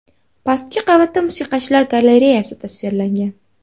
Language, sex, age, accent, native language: Uzbek, female, 18-24, Farg'ona, Uzbek